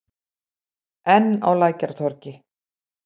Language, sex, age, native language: Icelandic, female, 60-69, Icelandic